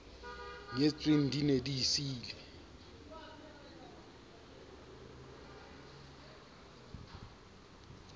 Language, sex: Southern Sotho, male